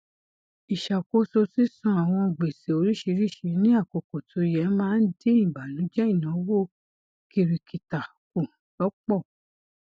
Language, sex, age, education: Yoruba, female, 46-60, tertiary